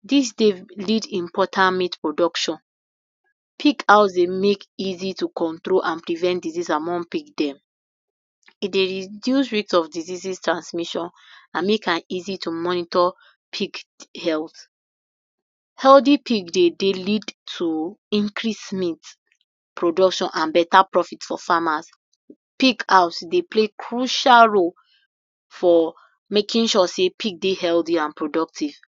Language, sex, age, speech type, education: Nigerian Pidgin, female, 46-60, spontaneous, tertiary